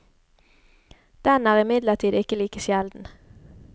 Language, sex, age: Norwegian, female, 33